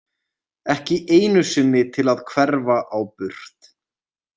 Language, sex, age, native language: Icelandic, male, 20-29, Icelandic